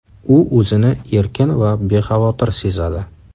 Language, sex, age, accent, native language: Uzbek, male, 35+, Qashqadaryo, Uzbek